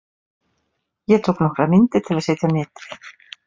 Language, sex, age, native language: Icelandic, female, 40-49, Icelandic